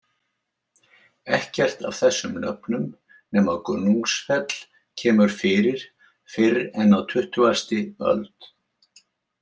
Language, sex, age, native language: Icelandic, male, 70-79, Icelandic